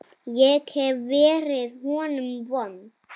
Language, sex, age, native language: Icelandic, female, 7, Icelandic